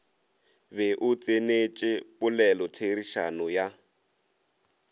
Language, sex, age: Northern Sotho, male, 22